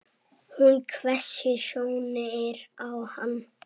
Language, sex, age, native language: Icelandic, male, 7, Icelandic